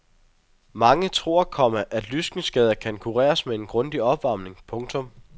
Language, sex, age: Danish, male, 23